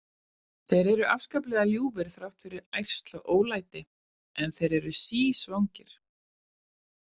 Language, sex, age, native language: Icelandic, female, 40-49, Icelandic